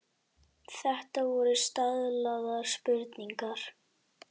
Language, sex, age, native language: Icelandic, female, 60-69, Icelandic